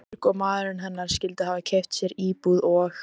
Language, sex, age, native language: Icelandic, female, 14, Icelandic